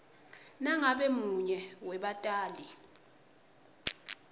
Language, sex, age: Swati, female, 22